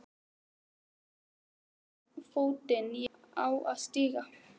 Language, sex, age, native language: Icelandic, female, 13, Icelandic